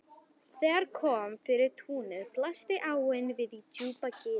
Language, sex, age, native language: Icelandic, female, 11, Icelandic